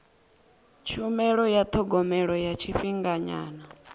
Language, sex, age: Venda, female, 24